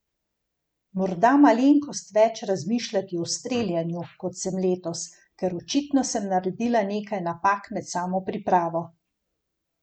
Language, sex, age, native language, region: Slovenian, female, 50-59, Slovenian, Gorenjska region